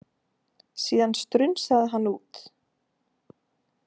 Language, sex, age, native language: Icelandic, female, 18-19, Icelandic